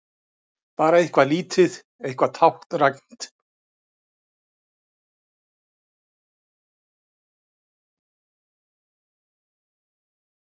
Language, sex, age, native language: Icelandic, male, 60-69, Icelandic